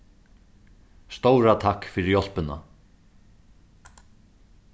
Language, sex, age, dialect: Faroese, male, 36-60, Suðurstreymoy